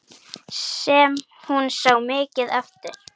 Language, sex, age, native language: Icelandic, female, 9, Icelandic